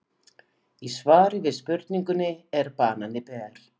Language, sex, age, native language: Icelandic, female, 50-59, Icelandic